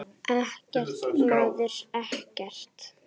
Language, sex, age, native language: Icelandic, female, 8, Icelandic